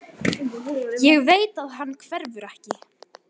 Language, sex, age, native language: Icelandic, female, 13, Icelandic